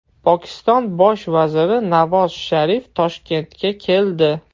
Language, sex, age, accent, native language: Uzbek, male, 18-24, Toshkent shahri, Russian